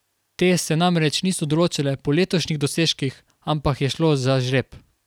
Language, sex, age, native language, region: Slovenian, male, 18-29, Slovenian, Carinthia region